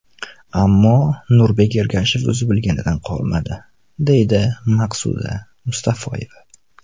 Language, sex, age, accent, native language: Uzbek, male, 19-29, Namangan, Uzbek